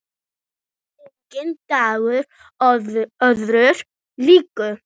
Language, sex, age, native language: Icelandic, female, 7, Icelandic